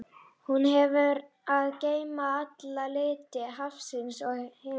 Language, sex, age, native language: Icelandic, female, 12, Icelandic